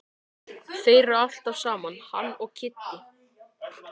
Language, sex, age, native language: Icelandic, male, 13, Icelandic